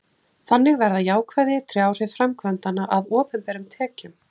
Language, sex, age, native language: Icelandic, female, 40-49, Icelandic